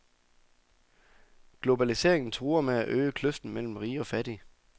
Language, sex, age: Danish, male, 24